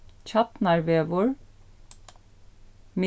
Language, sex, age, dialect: Faroese, female, 36-60, Suðurstreymoy